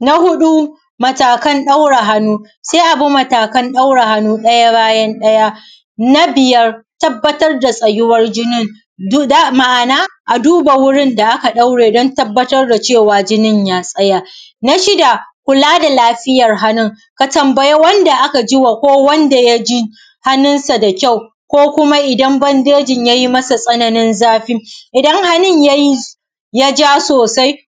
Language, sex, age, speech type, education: Hausa, female, 30-45, spontaneous, primary